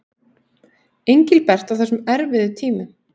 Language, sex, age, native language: Icelandic, female, 18-19, Icelandic